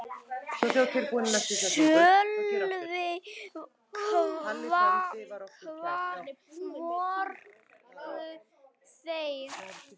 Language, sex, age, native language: Icelandic, male, 9, Icelandic